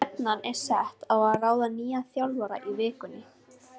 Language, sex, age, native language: Icelandic, female, 18-19, Icelandic